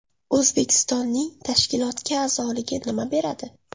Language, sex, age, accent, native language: Uzbek, female, 19-29, Jizzax, Uzbek